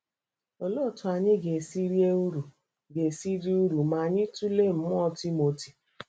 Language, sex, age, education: Igbo, female, 30-45, tertiary